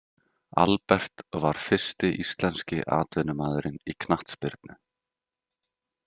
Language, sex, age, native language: Icelandic, male, 30-39, Icelandic